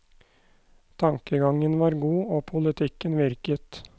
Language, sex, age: Norwegian, male, 29